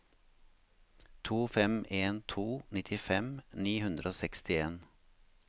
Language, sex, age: Norwegian, male, 53